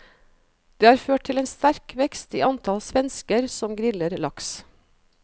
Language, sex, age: Norwegian, female, 37